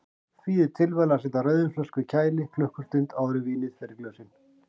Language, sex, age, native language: Icelandic, male, 50-59, Icelandic